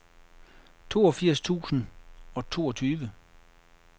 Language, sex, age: Danish, male, 33